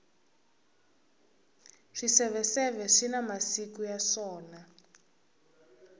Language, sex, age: Tsonga, female, 21